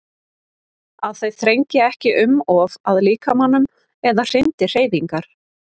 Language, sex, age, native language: Icelandic, female, 30-39, Icelandic